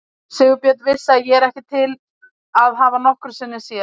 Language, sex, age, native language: Icelandic, female, 20-29, Icelandic